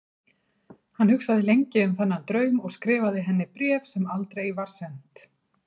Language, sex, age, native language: Icelandic, female, 40-49, Icelandic